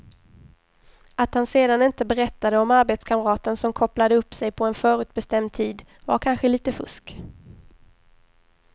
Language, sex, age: Swedish, female, 23